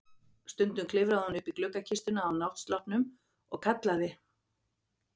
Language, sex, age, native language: Icelandic, female, 50-59, Icelandic